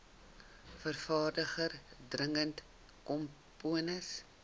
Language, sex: Afrikaans, female